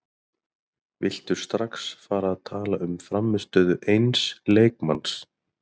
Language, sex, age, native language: Icelandic, male, 30-39, Icelandic